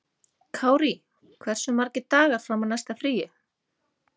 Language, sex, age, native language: Icelandic, female, 30-39, Icelandic